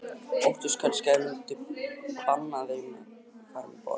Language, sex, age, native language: Icelandic, male, 18-19, Icelandic